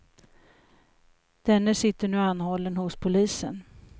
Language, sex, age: Swedish, female, 56